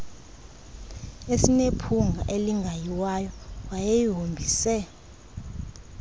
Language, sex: Xhosa, female